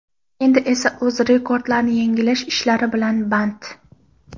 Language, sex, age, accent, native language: Uzbek, female, 18-24, Qoraqalpog'iston, Karakalpak